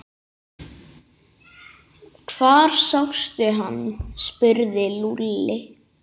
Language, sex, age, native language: Icelandic, male, 8, Icelandic